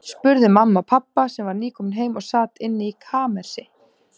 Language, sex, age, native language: Icelandic, female, 30-39, Icelandic